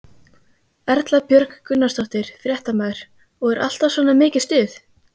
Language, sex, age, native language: Icelandic, female, 15, Icelandic